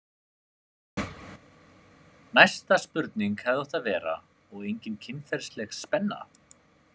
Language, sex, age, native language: Icelandic, male, 30-39, Icelandic